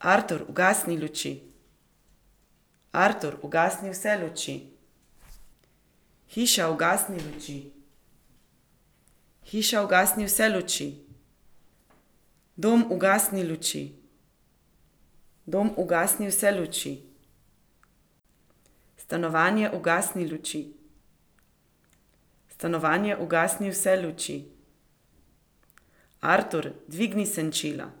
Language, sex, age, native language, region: Slovenian, female, 50-59, Slovenian, Central Slovenia